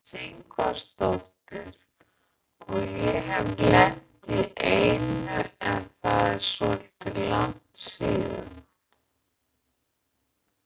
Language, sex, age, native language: Icelandic, female, 50-59, Icelandic